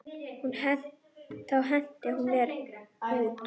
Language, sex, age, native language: Icelandic, female, 10, Icelandic